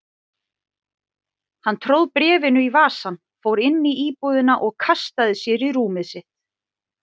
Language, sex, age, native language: Icelandic, female, 40-49, Icelandic